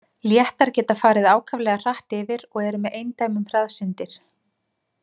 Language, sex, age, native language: Icelandic, female, 30-39, Icelandic